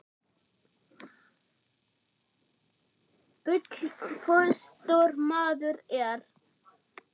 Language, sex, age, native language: Icelandic, female, 8, German